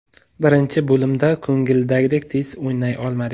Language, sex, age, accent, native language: Uzbek, male, 18-24, Jizzax, Uzbek